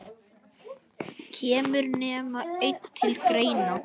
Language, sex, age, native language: Icelandic, male, 9, Icelandic